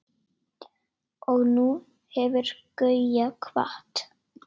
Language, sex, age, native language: Icelandic, female, 9, Icelandic